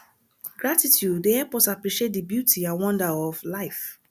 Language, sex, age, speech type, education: Nigerian Pidgin, female, 30-45, spontaneous, tertiary